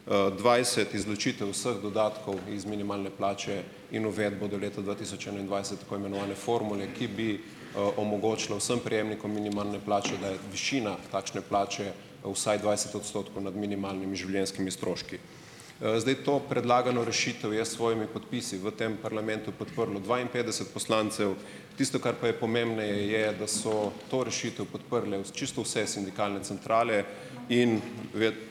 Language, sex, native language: Slovenian, male, Slovenian